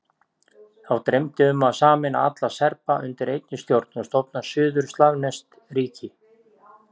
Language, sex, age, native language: Icelandic, male, 40-49, Icelandic